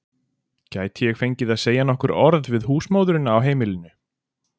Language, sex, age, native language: Icelandic, male, 40-49, Icelandic